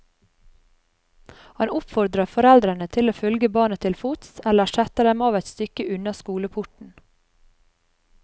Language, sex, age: Norwegian, female, 30